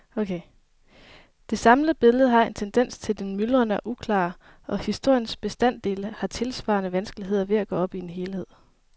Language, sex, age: Danish, female, 23